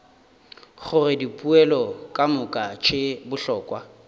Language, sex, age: Northern Sotho, male, 30